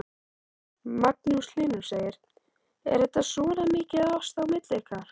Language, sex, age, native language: Icelandic, male, 13, Icelandic